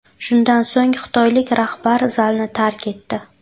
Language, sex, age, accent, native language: Uzbek, female, 18-24, Buxoro, Uzbek